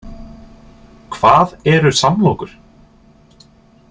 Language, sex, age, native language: Icelandic, male, 30-39, Icelandic